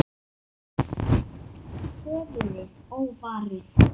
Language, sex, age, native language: Icelandic, male, 8, Icelandic